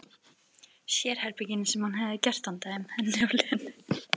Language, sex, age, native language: Icelandic, female, 11, Icelandic